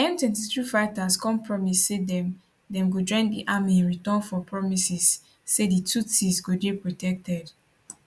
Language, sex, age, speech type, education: Nigerian Pidgin, female, 15-29, spontaneous, tertiary